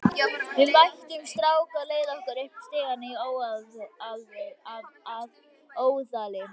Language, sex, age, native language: Icelandic, female, 11, Icelandic